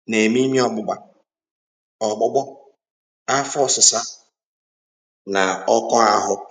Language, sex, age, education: Igbo, male, 46-60, tertiary